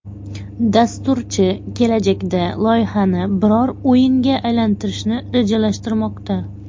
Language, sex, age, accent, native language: Uzbek, female, 30-39, Xorazm, Uzbek